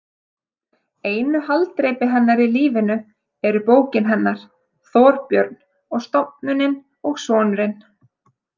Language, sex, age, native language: Icelandic, female, 30-39, Icelandic